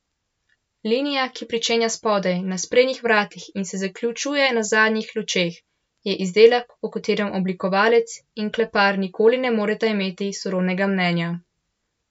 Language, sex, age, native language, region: Slovenian, male, 12-17, Slovenian, Central Slovenia